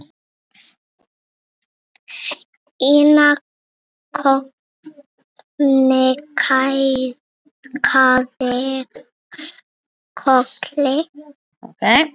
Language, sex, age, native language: Icelandic, other, 6, Icelandic